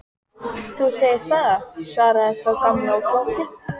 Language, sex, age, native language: Icelandic, female, 14, Icelandic